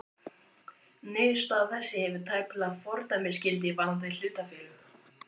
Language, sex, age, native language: Icelandic, male, 14, Icelandic